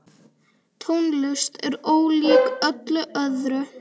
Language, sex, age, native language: Icelandic, female, 9, Icelandic